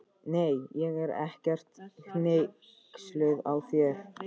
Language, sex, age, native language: Icelandic, male, 14, Icelandic